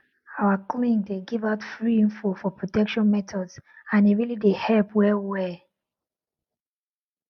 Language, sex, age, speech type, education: Nigerian Pidgin, female, 30-45, spontaneous, tertiary